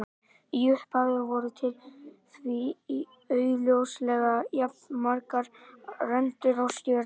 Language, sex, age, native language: Icelandic, male, 18-19, Icelandic